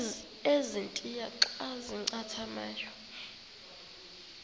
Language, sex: Xhosa, female